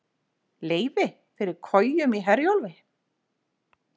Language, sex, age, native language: Icelandic, female, 40-49, Icelandic